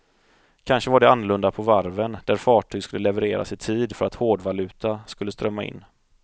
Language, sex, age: Swedish, male, 30